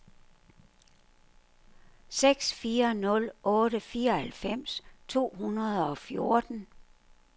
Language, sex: Danish, female